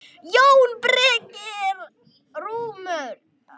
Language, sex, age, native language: Icelandic, female, 9, Icelandic